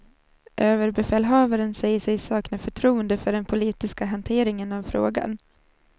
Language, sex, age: Swedish, female, 27